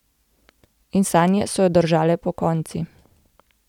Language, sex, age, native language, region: Slovenian, female, 18-29, Slovenian, Gorenjska region